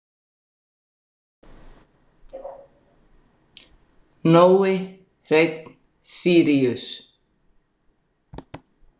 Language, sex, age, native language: Icelandic, female, 60-69, Icelandic